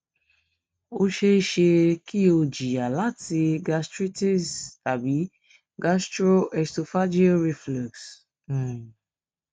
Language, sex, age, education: Yoruba, female, 15-29, tertiary